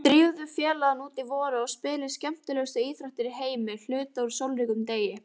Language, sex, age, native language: Icelandic, female, 18-19, Icelandic